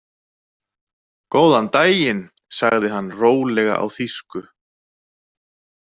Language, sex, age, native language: Icelandic, male, 30-39, Icelandic